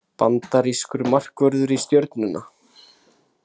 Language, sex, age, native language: Icelandic, male, 30-39, Icelandic